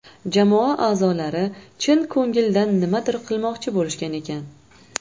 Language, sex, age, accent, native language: Uzbek, female, 25-34, Navoiy, Uzbek